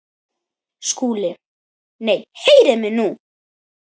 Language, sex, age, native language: Icelandic, male, 10, Icelandic